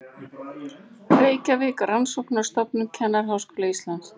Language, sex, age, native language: Icelandic, female, 18-19, Icelandic